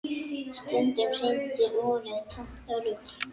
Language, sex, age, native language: Icelandic, male, 10, Icelandic